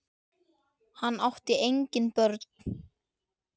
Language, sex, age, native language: Icelandic, male, 10, Icelandic